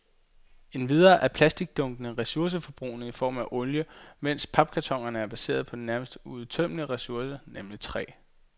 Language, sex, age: Danish, male, 22